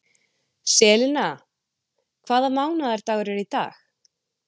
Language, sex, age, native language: Icelandic, female, 20-29, Icelandic